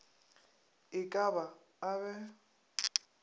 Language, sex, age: Northern Sotho, male, 21